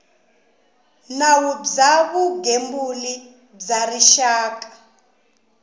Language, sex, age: Tsonga, female, 19